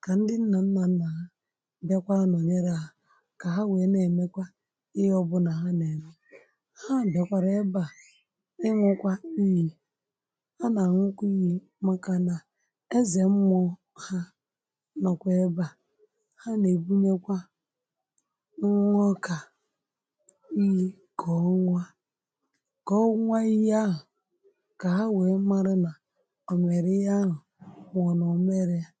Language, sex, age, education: Igbo, male, 30-45, tertiary